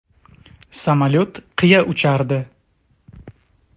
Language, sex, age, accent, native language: Uzbek, male, 30-39, Toshkent viloyati, Uzbek